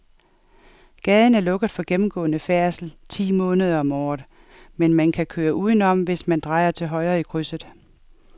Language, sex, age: Danish, female, 47